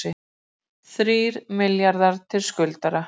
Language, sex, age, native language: Icelandic, female, 40-49, Icelandic